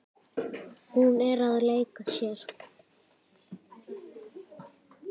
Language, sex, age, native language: Icelandic, female, 10, Icelandic